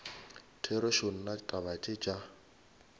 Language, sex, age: Northern Sotho, male, 22